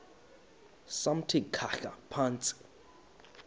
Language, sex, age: Xhosa, male, 35